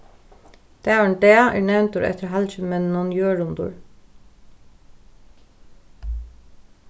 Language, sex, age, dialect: Faroese, female, 36-60, Norðurstreymoy/Eysturoy